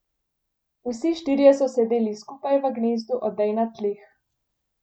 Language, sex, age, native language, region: Slovenian, female, 18-29, Slovenian, Central Slovenia